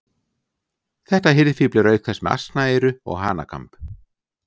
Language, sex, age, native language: Icelandic, male, 60-69, Icelandic